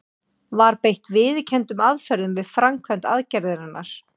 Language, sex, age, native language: Icelandic, female, 40-49, Icelandic